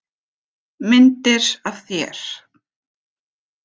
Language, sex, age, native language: Icelandic, female, 50-59, German